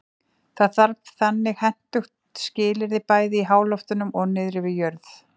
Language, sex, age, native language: Icelandic, female, 40-49, Icelandic